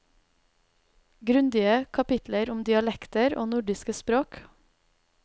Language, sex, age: Norwegian, female, 32